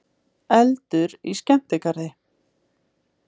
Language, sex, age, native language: Icelandic, female, 20-29, Icelandic